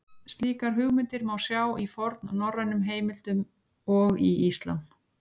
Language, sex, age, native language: Icelandic, female, 60-69, Icelandic